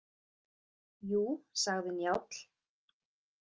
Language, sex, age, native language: Icelandic, female, 30-39, Icelandic